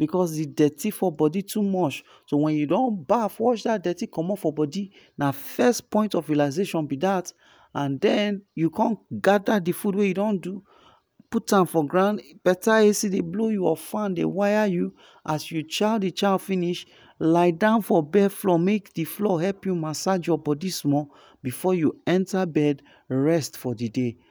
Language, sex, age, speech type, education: Nigerian Pidgin, male, 15-29, spontaneous, tertiary